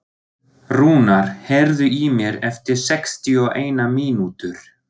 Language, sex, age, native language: Icelandic, male, 40-49, German